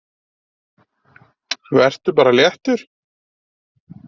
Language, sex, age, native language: Icelandic, male, 30-39, Icelandic